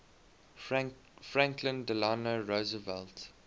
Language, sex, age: English, male, 21